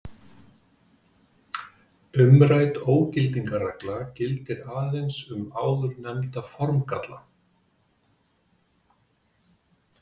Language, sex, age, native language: Icelandic, male, 50-59, Icelandic